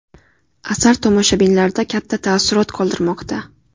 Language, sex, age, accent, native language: Uzbek, female, 18-24, Navoiy, Uzbek